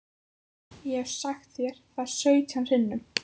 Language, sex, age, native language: Icelandic, female, 14, Icelandic